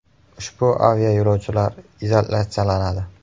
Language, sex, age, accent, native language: Uzbek, male, 18-24, Buxoro, Uzbek